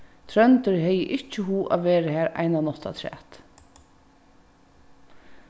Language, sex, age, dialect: Faroese, female, 15-35, Vágar